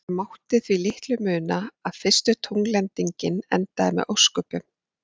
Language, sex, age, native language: Icelandic, female, 40-49, Icelandic